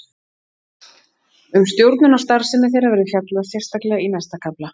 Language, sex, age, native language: Icelandic, female, 40-49, Icelandic